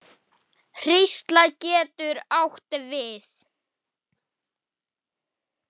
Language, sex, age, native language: Icelandic, male, 8, Icelandic